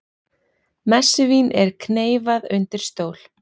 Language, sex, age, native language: Icelandic, female, 40-49, Icelandic